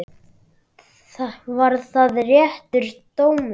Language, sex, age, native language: Icelandic, male, 9, Icelandic